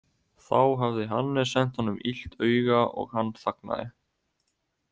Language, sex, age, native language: Icelandic, male, 18-19, Icelandic